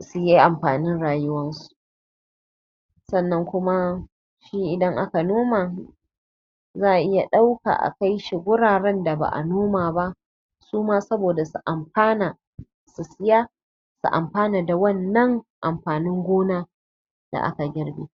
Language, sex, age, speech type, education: Hausa, female, 30-45, spontaneous, tertiary